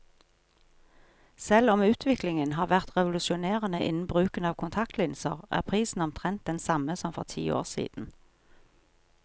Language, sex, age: Norwegian, female, 43